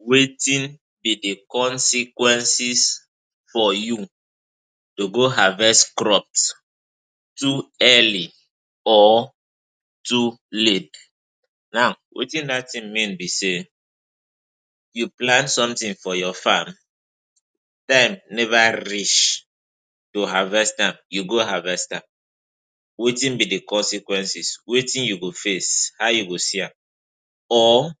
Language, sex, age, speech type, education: Nigerian Pidgin, male, 15-29, spontaneous, tertiary